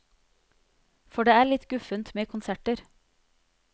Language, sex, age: Norwegian, female, 30